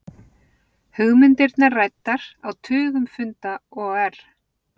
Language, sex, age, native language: Icelandic, female, 40-49, Icelandic